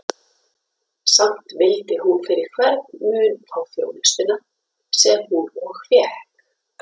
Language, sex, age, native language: Icelandic, female, 50-59, Icelandic